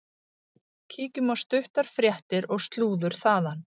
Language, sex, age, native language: Icelandic, female, 40-49, Icelandic